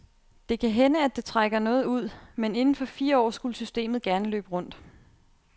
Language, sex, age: Danish, female, 28